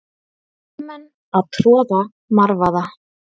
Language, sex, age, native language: Icelandic, female, 30-39, Icelandic